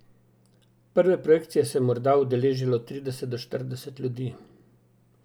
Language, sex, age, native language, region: Slovenian, male, 60+, Slovenian, Drava region